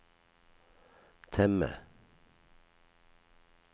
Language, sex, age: Norwegian, male, 57